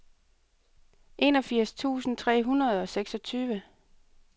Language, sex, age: Danish, female, 38